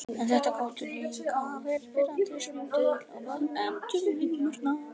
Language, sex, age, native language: Icelandic, female, 50-59, Icelandic